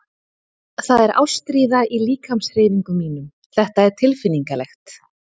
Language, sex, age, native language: Icelandic, female, 30-39, Icelandic